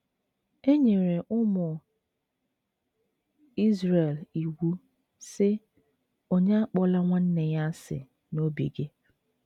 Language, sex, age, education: Igbo, female, 30-45, tertiary